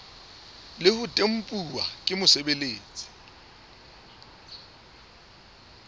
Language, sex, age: Southern Sotho, male, 24